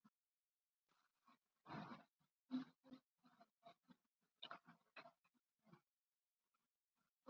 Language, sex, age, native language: Icelandic, female, 40-49, Icelandic